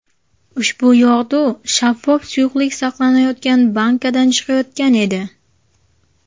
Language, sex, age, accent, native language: Uzbek, female, 19-29, Jizzax, Uzbek